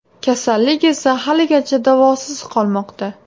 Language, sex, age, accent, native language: Uzbek, female, 18-24, Farg'ona, Uzbek